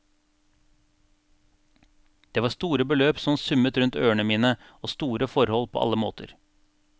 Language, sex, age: Norwegian, male, 42